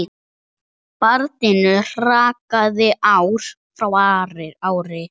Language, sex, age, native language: Icelandic, male, 8, Icelandic